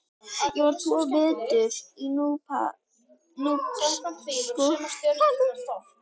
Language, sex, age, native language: Icelandic, female, 12, Icelandic